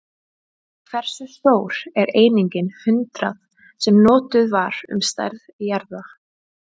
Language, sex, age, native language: Icelandic, female, 20-29, Icelandic